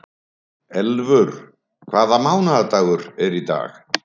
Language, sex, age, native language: Icelandic, male, 70-79, Icelandic